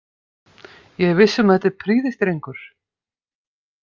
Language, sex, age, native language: Icelandic, female, 50-59, Icelandic